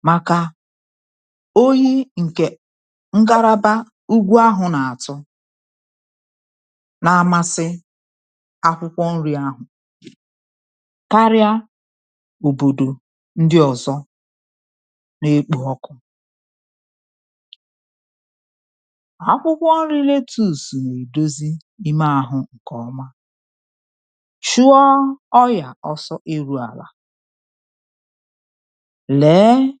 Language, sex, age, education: Igbo, female, 30-45, tertiary